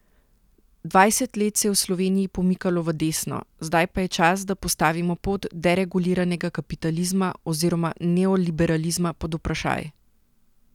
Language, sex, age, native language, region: Slovenian, female, 30-49, Slovenian, Central Slovenia